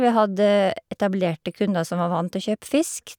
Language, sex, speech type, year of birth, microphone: Norwegian, female, spontaneous, 1958, Shure